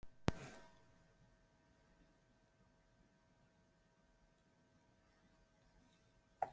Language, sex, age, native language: Icelandic, male, 60-69, Icelandic